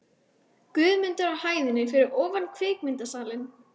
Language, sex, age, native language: Icelandic, female, 12, Icelandic